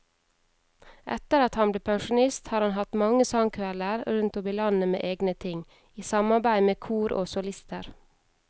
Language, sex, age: Norwegian, female, 31